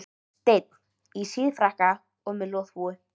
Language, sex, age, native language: Icelandic, female, 13, Icelandic